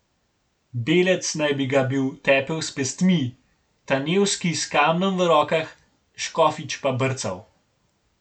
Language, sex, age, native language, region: Slovenian, male, 18-29, Slovenian, Gorenjska region